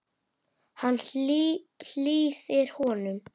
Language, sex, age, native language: Icelandic, female, 8, Icelandic